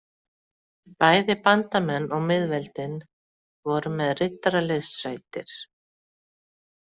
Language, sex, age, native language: Icelandic, female, 40-49, Icelandic